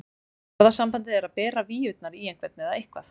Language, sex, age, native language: Icelandic, female, 20-29, Icelandic